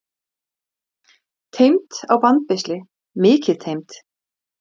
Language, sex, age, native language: Icelandic, female, 40-49, Icelandic